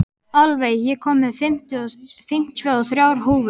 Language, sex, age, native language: Icelandic, male, 12, Icelandic